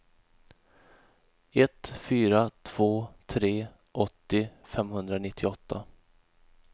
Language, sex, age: Swedish, male, 31